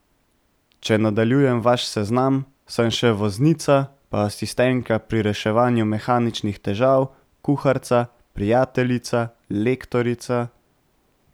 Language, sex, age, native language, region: Slovenian, male, 18-29, Slovenian, Central Slovenia